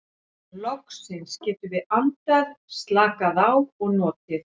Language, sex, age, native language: Icelandic, female, 40-49, Icelandic